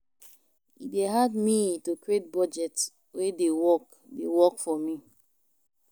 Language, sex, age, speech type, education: Nigerian Pidgin, female, 15-29, spontaneous, tertiary